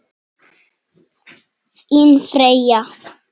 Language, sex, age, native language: Icelandic, male, 7, Icelandic